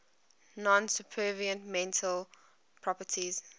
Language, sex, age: English, female, 21